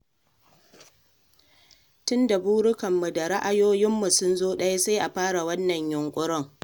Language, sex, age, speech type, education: Hausa, female, 30-45, read, secondary